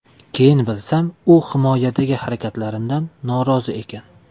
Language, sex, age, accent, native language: Uzbek, male, 18-24, Toshkent shahri, Uzbek